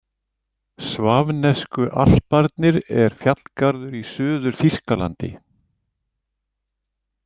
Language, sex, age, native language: Icelandic, male, 70-79, Icelandic